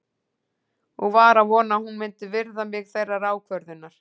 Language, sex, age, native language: Icelandic, female, 40-49, Icelandic